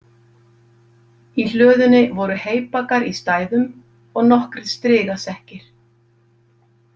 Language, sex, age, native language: Icelandic, female, 50-59, Icelandic